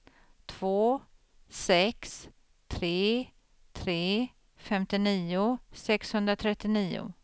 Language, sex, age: Swedish, female, 50